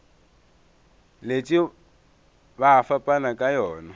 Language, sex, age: Northern Sotho, male, 24